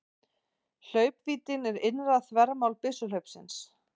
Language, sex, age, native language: Icelandic, female, 40-49, Icelandic